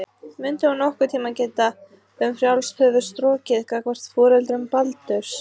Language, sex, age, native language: Icelandic, female, 30-39, Icelandic